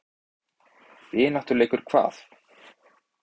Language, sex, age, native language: Icelandic, male, 20-29, Icelandic